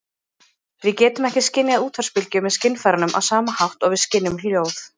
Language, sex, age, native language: Icelandic, female, 30-39, Icelandic